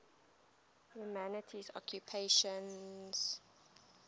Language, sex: English, female